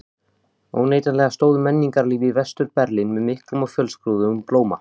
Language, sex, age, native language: Icelandic, male, 15, Icelandic